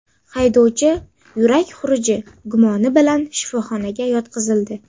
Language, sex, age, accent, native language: Uzbek, female, under 19, Jizzax, Uzbek